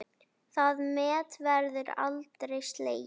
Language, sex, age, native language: Icelandic, female, 10, Icelandic